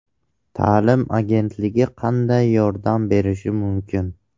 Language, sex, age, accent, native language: Uzbek, male, 18-24, Farg'ona, Tajik